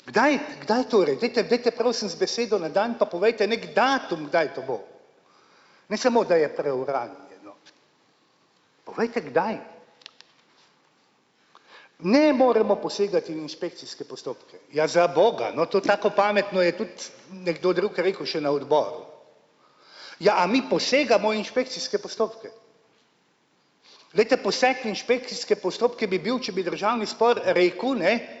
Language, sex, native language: Slovenian, male, Slovenian